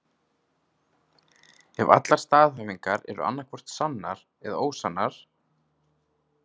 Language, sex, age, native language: Icelandic, male, 30-39, Icelandic